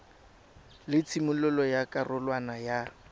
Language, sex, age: Tswana, male, 20